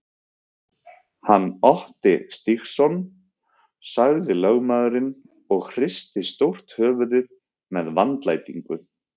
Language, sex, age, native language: Icelandic, male, 30-39, Icelandic